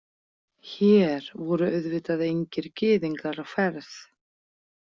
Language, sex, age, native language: Icelandic, female, 40-49, Icelandic